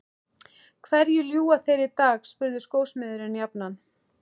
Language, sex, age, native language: Icelandic, male, 11, Icelandic